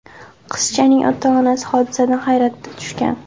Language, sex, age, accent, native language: Uzbek, female, 18-24, Andijon, Uzbek